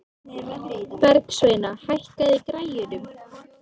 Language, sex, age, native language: Icelandic, female, 18-19, Icelandic